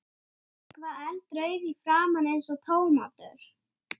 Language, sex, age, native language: Icelandic, male, 9, Icelandic